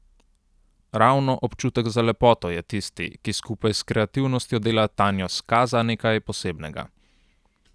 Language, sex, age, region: Slovenian, male, 18-29, Central Slovenia